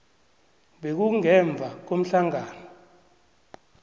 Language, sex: South Ndebele, male